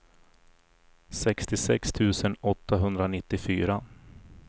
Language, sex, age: Swedish, male, 40